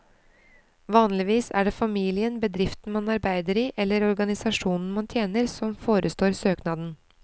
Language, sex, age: Norwegian, female, 29